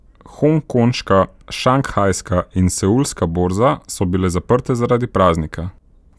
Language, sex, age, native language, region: Slovenian, male, 18-29, Slovenian, Central Slovenia